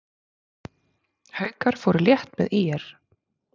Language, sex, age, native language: Icelandic, female, 30-39, Icelandic